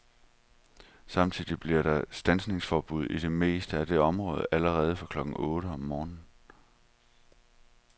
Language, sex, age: Danish, male, 31